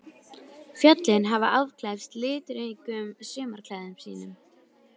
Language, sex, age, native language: Icelandic, female, 12, Icelandic